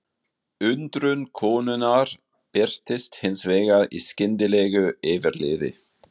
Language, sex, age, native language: Icelandic, male, 40-49, German